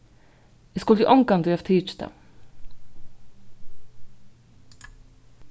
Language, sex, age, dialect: Faroese, female, 36-60, Vágar